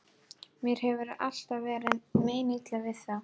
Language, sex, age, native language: Icelandic, female, 12, Icelandic